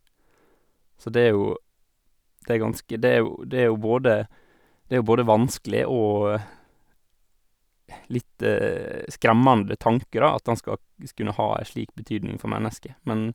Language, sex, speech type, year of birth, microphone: Norwegian, male, spontaneous, 1986, Sennheiser